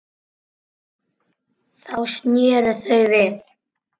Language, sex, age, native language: Icelandic, male, 9, Icelandic